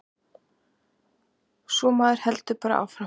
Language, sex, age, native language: Icelandic, female, 30-39, Icelandic